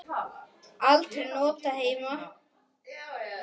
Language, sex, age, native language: Icelandic, male, 10, Icelandic